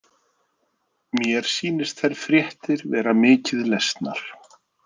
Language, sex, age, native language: Icelandic, male, 40-49, Icelandic